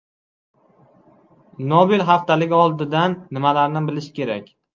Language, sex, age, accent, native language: Uzbek, male, 12-17, Qashqadaryo, Uzbek